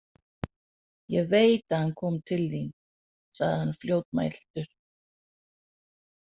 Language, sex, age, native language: Icelandic, female, 40-49, Danish